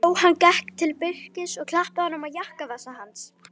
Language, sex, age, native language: Icelandic, female, 11, Icelandic